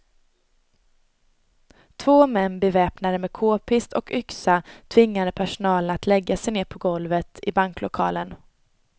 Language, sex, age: Swedish, female, 22